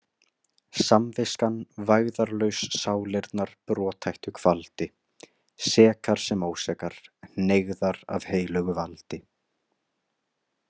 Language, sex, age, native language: Icelandic, male, 20-29, Icelandic